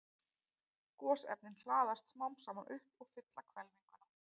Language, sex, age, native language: Icelandic, female, 30-39, Icelandic